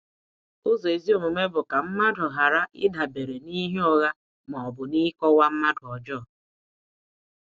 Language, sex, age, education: Igbo, female, 46-60, tertiary